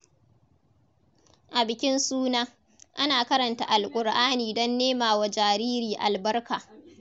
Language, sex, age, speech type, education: Hausa, female, 30-45, read, tertiary